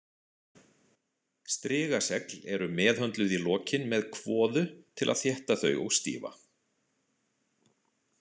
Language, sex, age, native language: Icelandic, male, 40-49, Icelandic